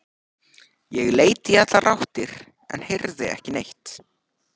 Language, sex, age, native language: Icelandic, male, 14, Icelandic